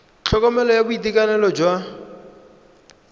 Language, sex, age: Tswana, male, 20